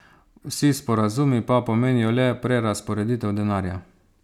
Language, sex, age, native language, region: Slovenian, male, 30-49, Slovenian, Savinja region